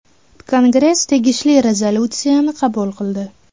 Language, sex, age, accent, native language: Uzbek, female, 18-24, Toshkent shahri, Uzbek